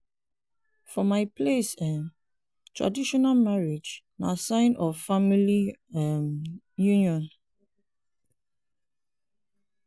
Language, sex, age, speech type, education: Nigerian Pidgin, female, 15-29, spontaneous, tertiary